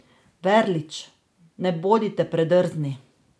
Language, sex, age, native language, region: Slovenian, female, 30-49, Slovenian, Drava region